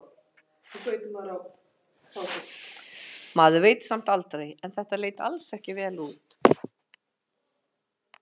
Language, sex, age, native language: Icelandic, female, 60-69, Icelandic